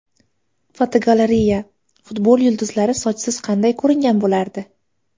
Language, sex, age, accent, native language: Uzbek, female, 18-24, Farg'ona, Uzbek